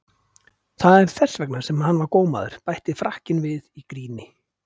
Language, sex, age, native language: Icelandic, male, 50-59, Icelandic